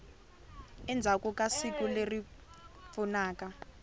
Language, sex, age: Tsonga, female, 22